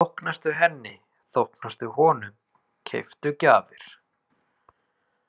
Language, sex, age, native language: Icelandic, male, 20-29, Icelandic